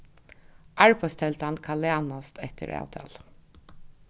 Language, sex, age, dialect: Faroese, female, 36-60, Norðuroyggjar